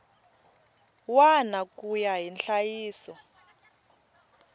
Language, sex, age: Tsonga, female, 20